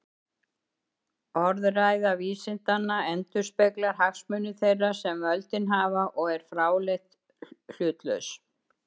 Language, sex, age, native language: Icelandic, female, 70-79, Icelandic